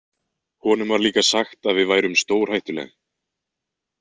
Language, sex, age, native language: Icelandic, male, 20-29, Icelandic